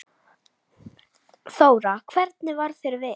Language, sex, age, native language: Icelandic, female, 10, Icelandic